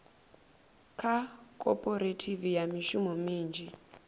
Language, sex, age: Venda, female, 24